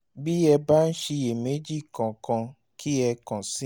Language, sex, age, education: Yoruba, male, 30-45, tertiary